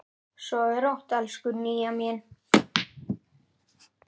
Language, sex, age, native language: Icelandic, male, 10, Icelandic